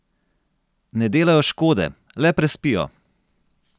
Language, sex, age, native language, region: Slovenian, male, 30-49, Slovenian, Gorenjska region